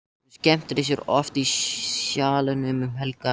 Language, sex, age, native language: Icelandic, male, 13, Icelandic